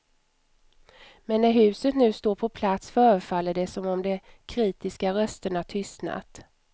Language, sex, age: Swedish, female, 44